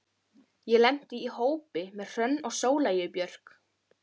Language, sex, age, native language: Icelandic, female, 13, Icelandic